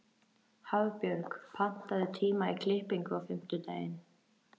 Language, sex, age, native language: Icelandic, female, 13, Icelandic